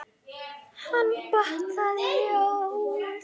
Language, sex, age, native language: Icelandic, female, 10, Icelandic